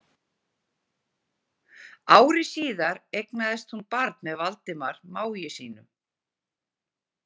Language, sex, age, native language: Icelandic, female, 40-49, Icelandic